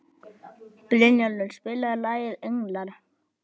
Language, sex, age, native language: Icelandic, male, 11, Icelandic